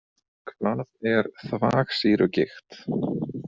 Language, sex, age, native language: Icelandic, male, 30-39, Icelandic